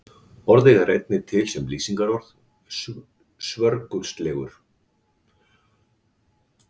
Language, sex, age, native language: Icelandic, male, 40-49, Icelandic